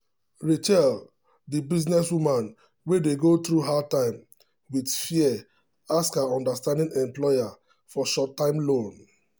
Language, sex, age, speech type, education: Nigerian Pidgin, male, 30-45, spontaneous, tertiary